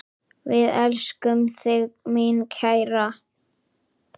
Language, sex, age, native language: Icelandic, male, 8, Icelandic